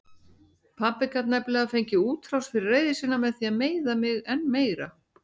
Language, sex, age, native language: Icelandic, female, 60-69, Icelandic